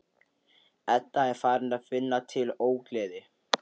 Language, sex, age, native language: Icelandic, male, 13, Icelandic